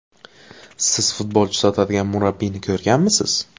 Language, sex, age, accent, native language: Uzbek, male, 18-24, Buxoro, Uzbek